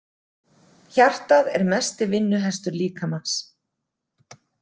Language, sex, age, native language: Icelandic, female, 40-49, Icelandic